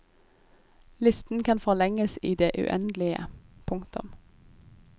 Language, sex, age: Norwegian, female, 25